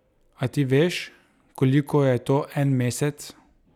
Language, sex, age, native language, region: Slovenian, male, 30-49, Slovenian, Drava region